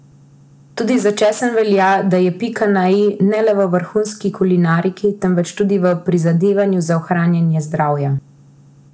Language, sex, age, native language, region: Slovenian, female, 18-29, Slovenian, Central Slovenia